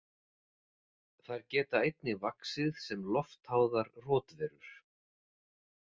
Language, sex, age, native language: Icelandic, male, 40-49, Icelandic